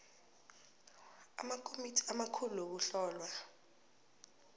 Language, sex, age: South Ndebele, female, 22